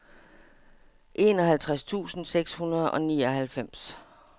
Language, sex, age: Danish, female, 57